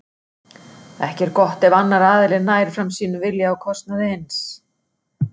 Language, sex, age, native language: Icelandic, female, 60-69, Icelandic